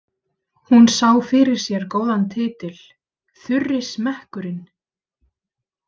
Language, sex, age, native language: Icelandic, female, 30-39, Icelandic